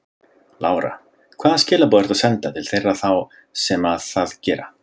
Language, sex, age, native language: Icelandic, male, 30-39, Icelandic